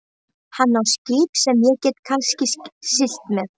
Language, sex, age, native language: Icelandic, female, 11, Icelandic